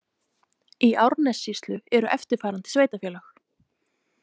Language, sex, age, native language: Icelandic, female, 30-39, Icelandic